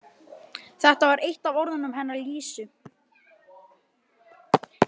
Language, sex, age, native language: Icelandic, male, 12, Icelandic